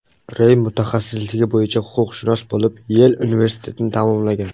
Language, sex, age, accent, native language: Uzbek, male, under 19, Surxondaryo, Uzbek